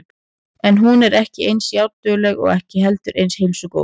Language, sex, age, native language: Icelandic, female, 30-39, Icelandic